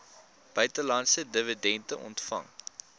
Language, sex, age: Afrikaans, male, 22